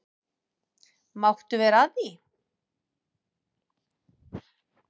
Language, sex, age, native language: Icelandic, female, 40-49, Icelandic